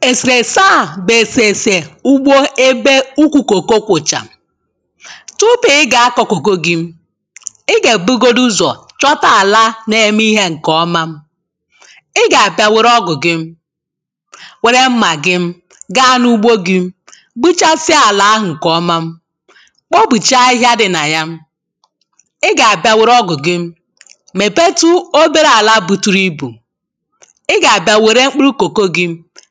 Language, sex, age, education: Igbo, female, 15-29, tertiary